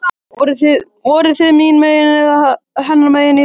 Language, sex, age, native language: Icelandic, male, 13, Icelandic